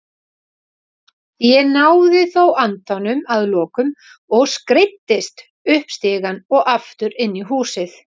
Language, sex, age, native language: Icelandic, female, 40-49, Icelandic